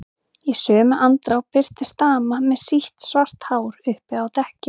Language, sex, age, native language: Icelandic, female, 30-39, Icelandic